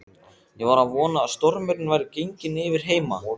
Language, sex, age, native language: Icelandic, male, 14, Icelandic